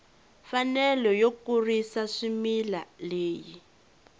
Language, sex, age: Tsonga, female, 20